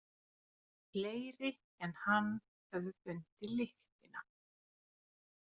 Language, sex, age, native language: Icelandic, female, 40-49, Finnish